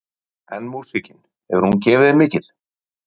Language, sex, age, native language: Icelandic, male, 40-49, Icelandic